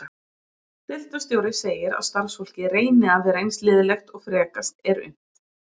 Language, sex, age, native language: Icelandic, female, 20-29, Icelandic